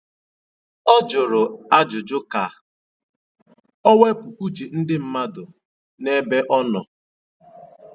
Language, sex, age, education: Igbo, male, 15-29, tertiary